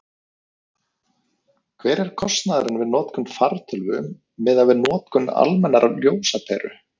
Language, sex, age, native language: Icelandic, male, 30-39, Icelandic